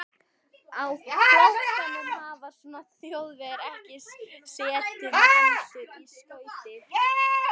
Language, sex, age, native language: Icelandic, female, 12, Icelandic